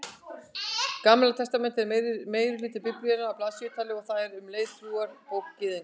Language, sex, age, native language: Icelandic, female, 60-69, Icelandic